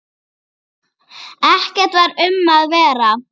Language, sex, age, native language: Icelandic, female, 8, Icelandic